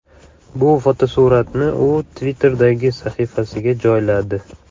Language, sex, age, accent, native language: Uzbek, male, 18-24, Navoiy, Uzbek